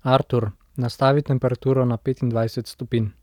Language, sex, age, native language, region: Slovenian, male, 18-29, Slovenian, Central Slovenia